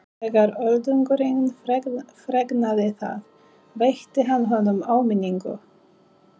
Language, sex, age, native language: Icelandic, female, 30-39, Polish